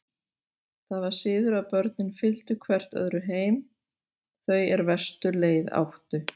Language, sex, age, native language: Icelandic, female, 40-49, Icelandic